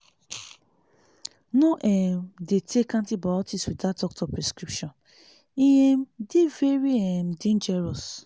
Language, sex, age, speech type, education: Nigerian Pidgin, female, 30-45, spontaneous, tertiary